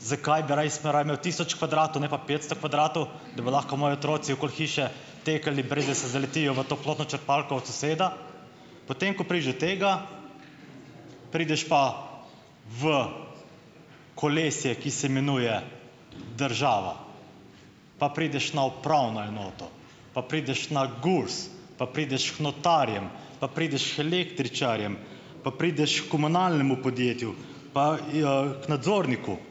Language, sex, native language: Slovenian, male, Slovenian